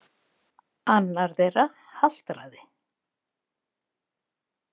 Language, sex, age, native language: Icelandic, female, 70-79, Icelandic